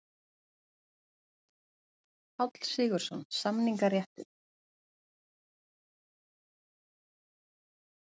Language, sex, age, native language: Icelandic, female, 40-49, Icelandic